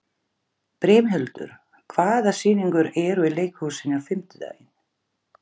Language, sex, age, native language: Icelandic, other, 11, Icelandic